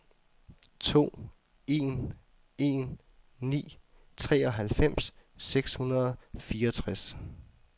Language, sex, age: Danish, male, 24